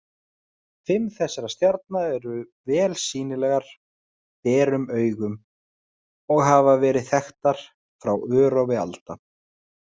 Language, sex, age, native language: Icelandic, male, 30-39, Icelandic